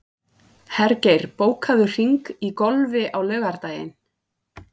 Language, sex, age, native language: Icelandic, female, 40-49, Icelandic